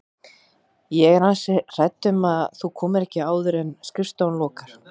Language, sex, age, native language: Icelandic, female, 40-49, Icelandic